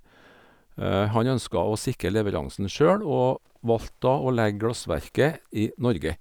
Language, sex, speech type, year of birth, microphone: Norwegian, male, spontaneous, 1951, Sennheiser